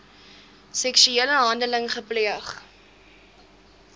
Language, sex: Afrikaans, female